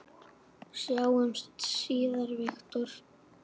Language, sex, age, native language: Icelandic, male, 8, Icelandic